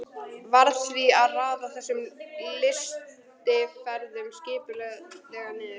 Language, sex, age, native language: Icelandic, female, 13, Icelandic